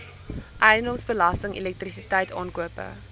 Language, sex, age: Afrikaans, female, 19